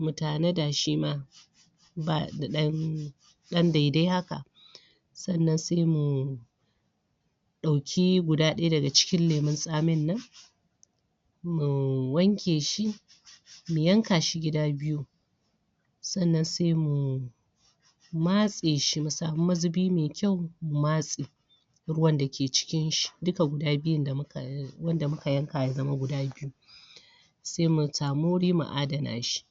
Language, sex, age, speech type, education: Hausa, female, 46-60, spontaneous, tertiary